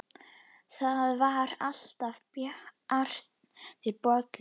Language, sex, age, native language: Icelandic, female, 10, Icelandic